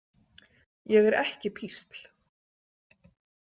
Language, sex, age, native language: Icelandic, female, 18-19, Icelandic